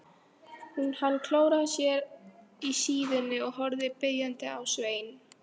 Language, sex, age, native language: Icelandic, female, 13, Icelandic